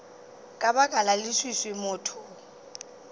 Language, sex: Northern Sotho, female